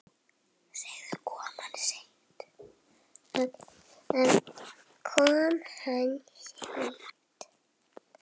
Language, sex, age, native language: Icelandic, female, 10, Icelandic